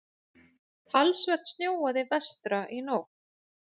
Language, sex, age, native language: Icelandic, female, 40-49, Icelandic